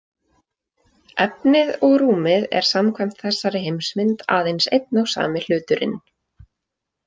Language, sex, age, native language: Icelandic, female, 20-29, Icelandic